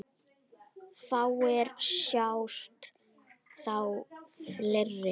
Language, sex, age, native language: Icelandic, female, 10, Icelandic